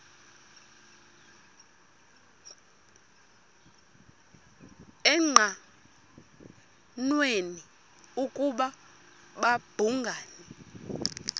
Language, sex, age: Xhosa, female, 32